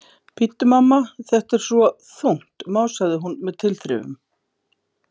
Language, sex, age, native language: Icelandic, female, 50-59, Icelandic